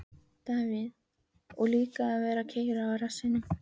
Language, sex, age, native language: Icelandic, female, 13, Icelandic